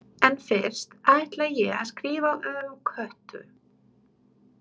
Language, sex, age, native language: Icelandic, female, 30-39, Romanian